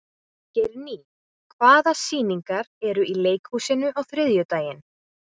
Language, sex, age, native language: Icelandic, female, 20-29, Icelandic